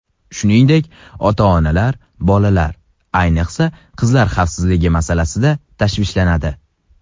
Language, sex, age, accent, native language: Uzbek, male, under 19, Sirdaryo, Uzbek